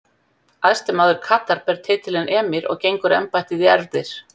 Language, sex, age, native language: Icelandic, female, 50-59, Icelandic